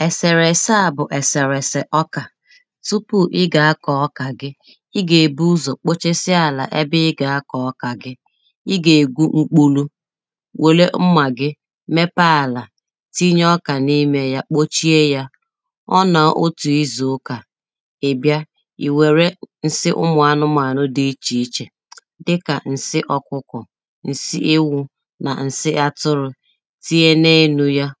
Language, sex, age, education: Igbo, female, 30-45, tertiary